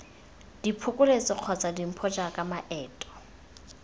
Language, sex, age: Tswana, female, 18